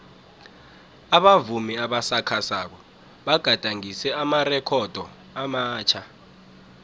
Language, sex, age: South Ndebele, male, 19